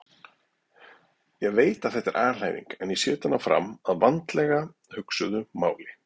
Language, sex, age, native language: Icelandic, male, 40-49, Icelandic